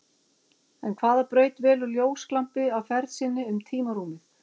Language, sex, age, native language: Icelandic, female, 50-59, Icelandic